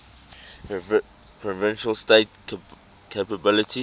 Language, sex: English, male